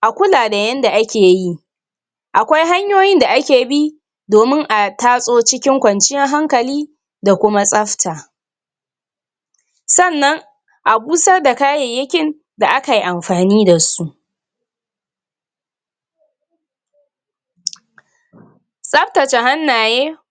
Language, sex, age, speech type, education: Hausa, female, 46-60, spontaneous, tertiary